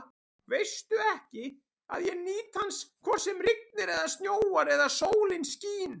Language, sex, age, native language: Icelandic, male, 40-49, Icelandic